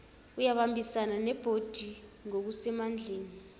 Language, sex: Zulu, female